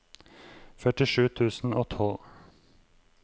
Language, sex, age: Norwegian, male, 23